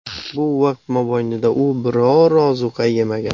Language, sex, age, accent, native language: Uzbek, male, 18-24, Xorazm, Uzbek